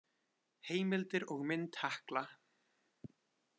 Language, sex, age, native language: Icelandic, male, 20-29, Icelandic